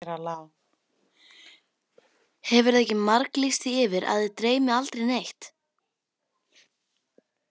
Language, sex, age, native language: Icelandic, female, 12, Icelandic